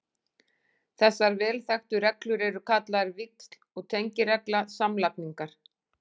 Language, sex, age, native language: Icelandic, female, 40-49, Icelandic